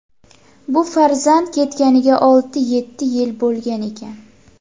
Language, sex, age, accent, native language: Uzbek, female, 19-29, Andijon, Uzbek